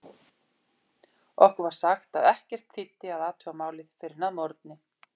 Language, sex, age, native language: Icelandic, female, 40-49, Icelandic